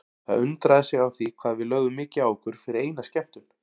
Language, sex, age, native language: Icelandic, male, 40-49, Icelandic